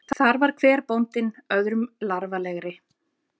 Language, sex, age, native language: Icelandic, female, 40-49, Icelandic